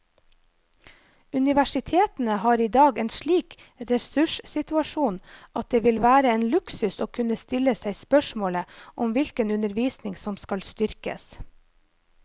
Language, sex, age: Norwegian, female, 25